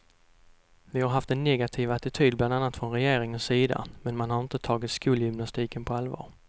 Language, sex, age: Swedish, male, 32